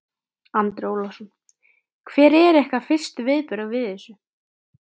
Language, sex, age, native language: Icelandic, female, 13, Icelandic